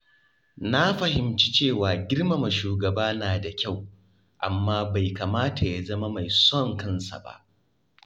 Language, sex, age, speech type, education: Hausa, male, 15-29, spontaneous, tertiary